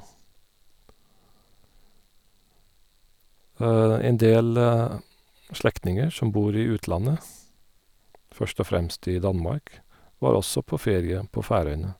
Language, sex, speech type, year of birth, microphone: Norwegian, male, spontaneous, 1972, Sennheiser